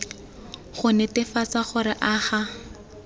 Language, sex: Tswana, female